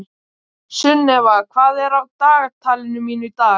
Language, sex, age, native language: Icelandic, male, 12, Icelandic